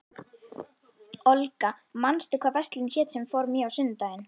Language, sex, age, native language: Icelandic, female, 11, Icelandic